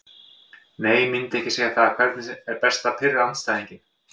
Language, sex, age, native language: Icelandic, male, 50-59, Icelandic